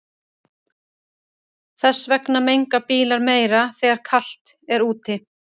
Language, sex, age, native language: Icelandic, female, 30-39, Icelandic